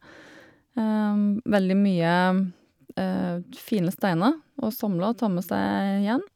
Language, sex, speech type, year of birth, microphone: Norwegian, female, spontaneous, 1972, Shure